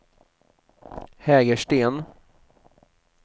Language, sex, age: Swedish, male, 29